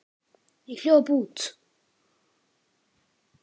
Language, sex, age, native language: Icelandic, male, 9, Icelandic